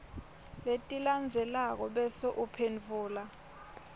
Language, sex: Swati, female